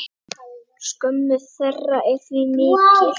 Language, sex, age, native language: Icelandic, male, 8, Icelandic